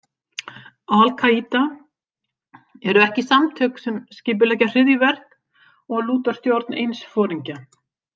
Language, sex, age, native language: Icelandic, female, 50-59, Icelandic